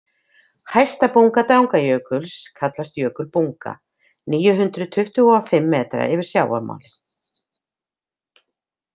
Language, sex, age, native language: Icelandic, female, 50-59, Icelandic